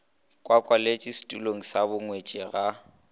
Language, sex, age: Northern Sotho, male, 21